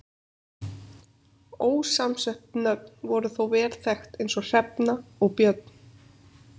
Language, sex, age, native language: Icelandic, female, 30-39, Icelandic